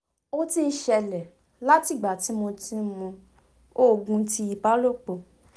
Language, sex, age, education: Yoruba, female, 15-29, tertiary